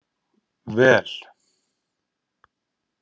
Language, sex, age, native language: Icelandic, male, 60-69, Icelandic